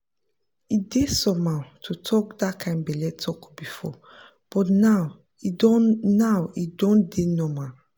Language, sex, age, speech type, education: Nigerian Pidgin, female, 15-29, spontaneous, tertiary